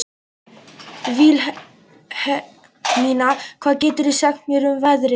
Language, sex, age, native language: Icelandic, male, 11, Icelandic